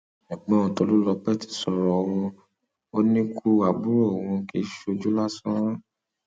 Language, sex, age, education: Yoruba, male, 30-45, secondary